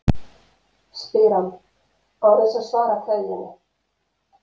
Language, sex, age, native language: Icelandic, female, 50-59, Icelandic